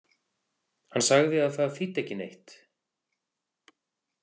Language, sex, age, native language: Icelandic, male, 40-49, Icelandic